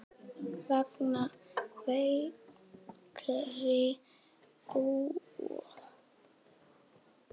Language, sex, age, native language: Icelandic, male, 10, Icelandic